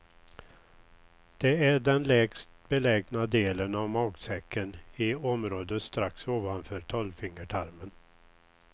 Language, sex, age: Swedish, male, 61